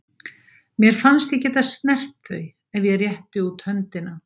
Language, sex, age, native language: Icelandic, female, 60-69, Icelandic